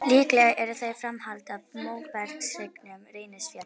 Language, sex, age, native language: Icelandic, female, 50-59, Icelandic